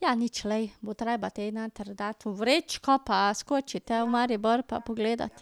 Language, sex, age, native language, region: Slovenian, female, 50-59, Slovenian, Drava region